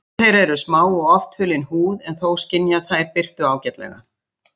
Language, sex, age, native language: Icelandic, female, 60-69, Icelandic